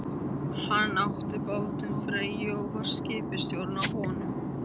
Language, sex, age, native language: Icelandic, male, 13, Icelandic